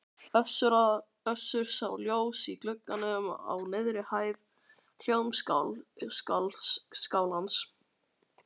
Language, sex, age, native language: Icelandic, male, 13, Icelandic